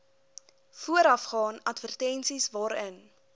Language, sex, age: Afrikaans, female, 20